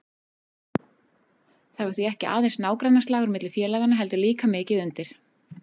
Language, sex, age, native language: Icelandic, female, 40-49, Icelandic